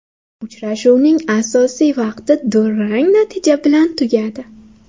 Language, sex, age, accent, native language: Uzbek, female, 19-29, Buxoro, Uzbek